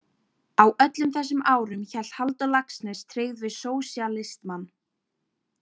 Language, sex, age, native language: Icelandic, female, 18-19, Icelandic